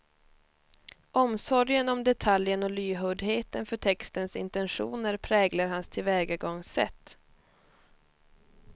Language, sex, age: Swedish, female, 21